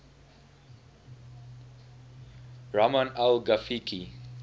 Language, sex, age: English, male, 20